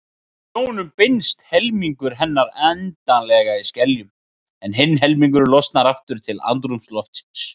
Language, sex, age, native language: Icelandic, male, 30-39, Icelandic